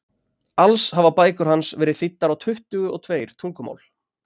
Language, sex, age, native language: Icelandic, male, 30-39, Icelandic